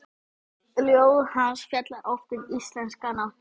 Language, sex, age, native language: Icelandic, female, 12, Icelandic